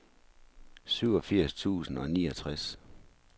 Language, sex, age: Danish, male, 43